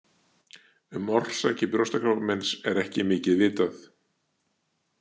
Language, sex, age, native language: Icelandic, male, 60-69, Icelandic